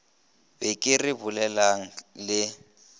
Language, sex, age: Northern Sotho, male, 21